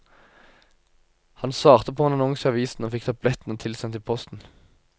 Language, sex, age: Norwegian, male, 24